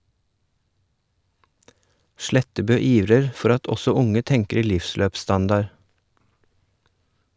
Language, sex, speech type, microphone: Norwegian, male, read, Shure